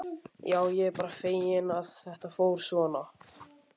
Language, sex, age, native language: Icelandic, male, 11, Icelandic